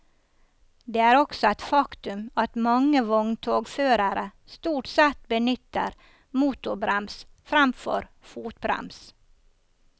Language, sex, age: Norwegian, female, 54